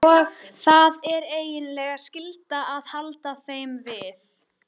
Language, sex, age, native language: Icelandic, female, 13, Icelandic